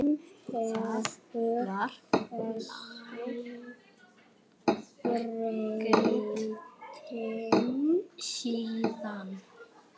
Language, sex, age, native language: Icelandic, male, 6, Icelandic